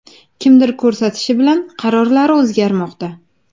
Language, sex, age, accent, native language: Uzbek, female, 19-29, Farg'ona, Uzbek